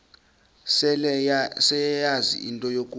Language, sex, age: Xhosa, male, 26